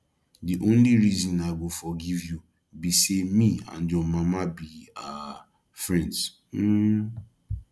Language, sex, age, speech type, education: Nigerian Pidgin, male, 15-29, spontaneous, tertiary